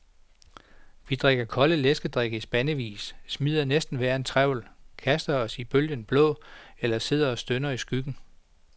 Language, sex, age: Danish, male, 49